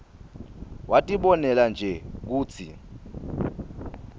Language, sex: Swati, male